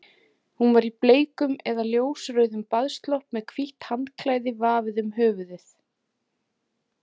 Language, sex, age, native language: Icelandic, female, 40-49, Icelandic